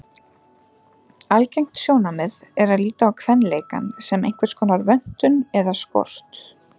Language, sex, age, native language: Icelandic, female, 30-39, Icelandic